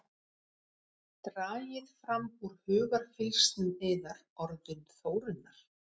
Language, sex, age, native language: Icelandic, female, 50-59, Icelandic